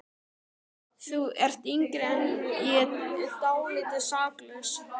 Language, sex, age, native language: Icelandic, male, 12, Icelandic